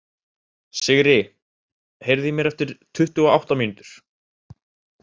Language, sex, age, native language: Icelandic, male, 18-19, Icelandic